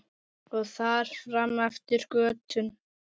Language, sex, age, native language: Icelandic, female, 9, Icelandic